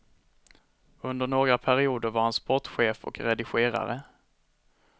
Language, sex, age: Swedish, male, 21